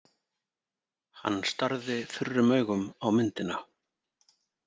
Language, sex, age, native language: Icelandic, male, 40-49, Icelandic